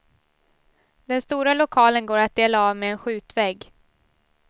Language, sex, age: Swedish, female, 18